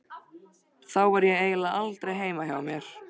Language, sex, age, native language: Icelandic, male, 13, Icelandic